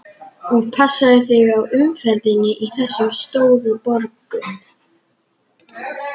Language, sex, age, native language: Icelandic, female, 11, Icelandic